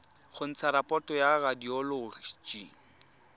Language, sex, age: Tswana, male, 23